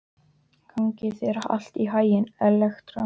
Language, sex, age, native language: Icelandic, male, 12, Icelandic